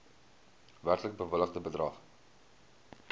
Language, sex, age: Afrikaans, male, 20